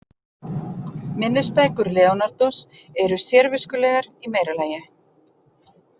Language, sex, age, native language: Icelandic, female, 40-49, Icelandic